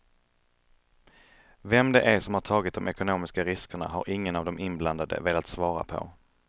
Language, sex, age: Swedish, male, 31